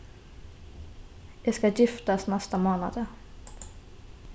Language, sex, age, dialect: Faroese, female, 15-35, Norðurstreymoy/Eysturoy